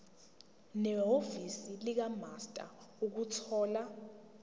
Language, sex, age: Zulu, female, 19